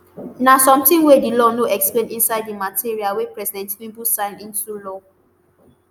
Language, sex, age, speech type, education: Nigerian Pidgin, female, 15-29, spontaneous, tertiary